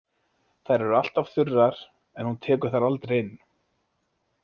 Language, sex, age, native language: Icelandic, male, 20-29, Icelandic